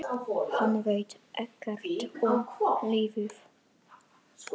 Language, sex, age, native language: Icelandic, male, 9, Icelandic